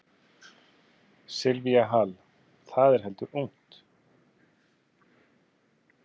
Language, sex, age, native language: Icelandic, male, 30-39, Icelandic